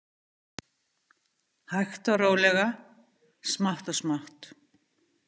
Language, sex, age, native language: Icelandic, female, 50-59, Icelandic